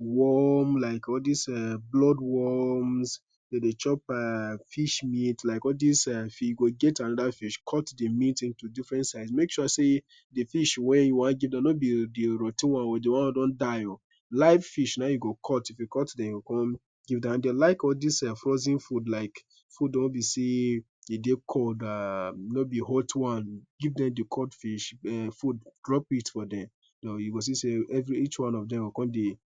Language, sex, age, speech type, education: Nigerian Pidgin, male, 15-29, spontaneous, tertiary